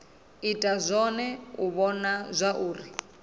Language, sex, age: Venda, female, 26